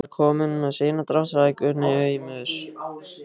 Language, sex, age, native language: Icelandic, male, 15, Icelandic